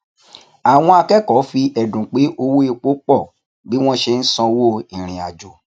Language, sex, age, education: Yoruba, male, 30-45, tertiary